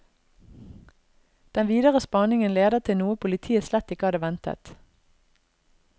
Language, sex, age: Norwegian, female, 32